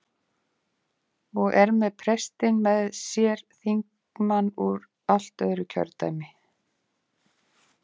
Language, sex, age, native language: Icelandic, female, 50-59, Icelandic